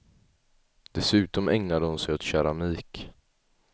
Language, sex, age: Swedish, male, 18